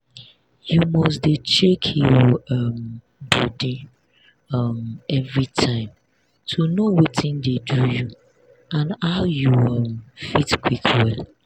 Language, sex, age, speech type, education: Nigerian Pidgin, female, 30-45, spontaneous, tertiary